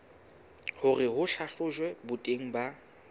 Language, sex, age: Southern Sotho, male, 22